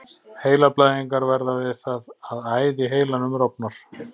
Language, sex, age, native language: Icelandic, male, 40-49, Icelandic